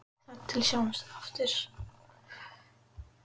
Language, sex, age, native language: Icelandic, female, 10, Icelandic